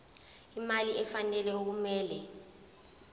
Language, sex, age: Zulu, female, 24